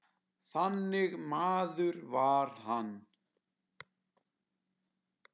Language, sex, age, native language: Icelandic, male, 10, Icelandic